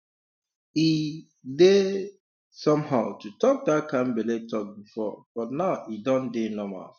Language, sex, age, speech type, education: Nigerian Pidgin, male, 30-45, spontaneous, tertiary